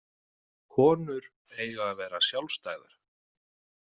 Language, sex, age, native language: Icelandic, male, 30-39, Icelandic